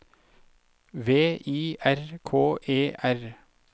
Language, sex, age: Norwegian, male, 32